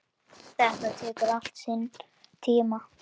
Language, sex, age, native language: Icelandic, male, 10, Icelandic